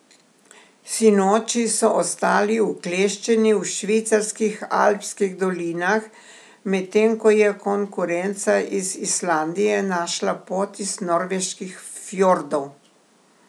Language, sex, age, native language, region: Slovenian, female, 60+, Slovenian, Primorsko-notranjska region